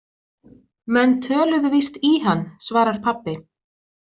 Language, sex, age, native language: Icelandic, female, 20-29, Icelandic